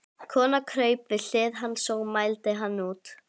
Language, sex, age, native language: Icelandic, female, 11, Icelandic